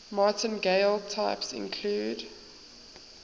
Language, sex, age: English, female, 19